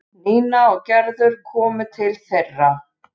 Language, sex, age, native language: Icelandic, male, 11, Icelandic